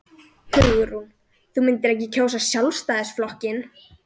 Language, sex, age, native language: Icelandic, male, 40-49, Icelandic